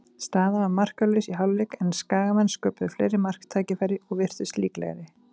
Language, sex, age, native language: Icelandic, female, 30-39, Icelandic